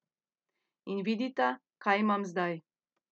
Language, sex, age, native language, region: Slovenian, female, 30-49, Slovenian, Central Slovenia